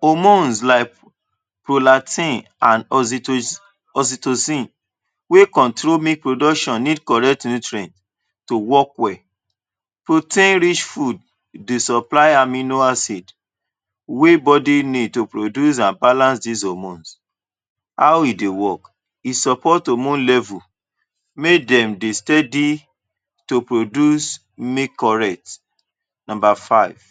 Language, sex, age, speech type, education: Nigerian Pidgin, male, 30-45, spontaneous, tertiary